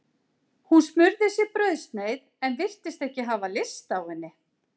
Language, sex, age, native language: Icelandic, female, 40-49, Icelandic